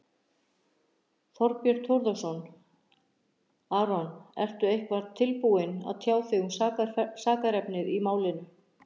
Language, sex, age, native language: Icelandic, female, 60-69, Icelandic